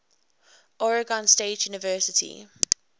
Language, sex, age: English, female, 21